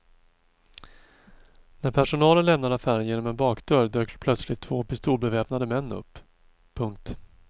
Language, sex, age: Swedish, male, 42